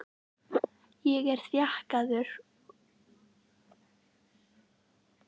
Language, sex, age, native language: Icelandic, female, 11, Icelandic